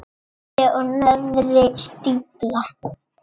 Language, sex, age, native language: Icelandic, male, 7, Icelandic